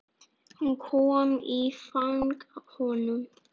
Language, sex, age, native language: Icelandic, female, 9, Icelandic